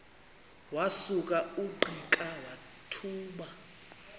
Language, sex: Xhosa, female